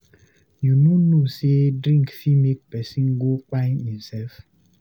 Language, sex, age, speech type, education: Nigerian Pidgin, male, 15-29, read, tertiary